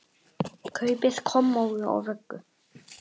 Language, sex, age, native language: Icelandic, female, 8, Icelandic